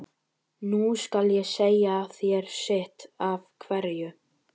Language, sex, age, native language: Icelandic, female, 12, Icelandic